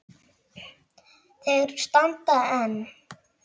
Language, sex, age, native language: Icelandic, male, 8, Icelandic